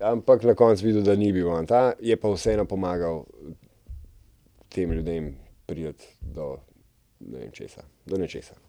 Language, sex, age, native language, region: Slovenian, male, 30-49, Slovenian, Central Slovenia